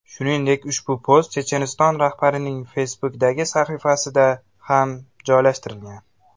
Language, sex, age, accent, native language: Uzbek, male, 19-29, Andijon, Uzbek